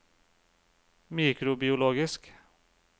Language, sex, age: Norwegian, male, 35